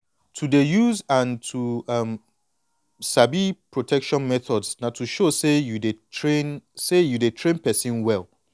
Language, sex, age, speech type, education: Nigerian Pidgin, male, 30-45, spontaneous, tertiary